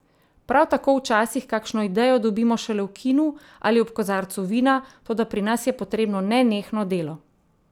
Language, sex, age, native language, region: Slovenian, female, 30-49, Slovenian, Central Slovenia